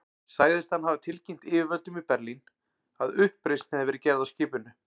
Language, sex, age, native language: Icelandic, male, 40-49, Icelandic